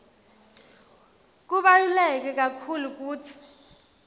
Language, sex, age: Swati, female, 20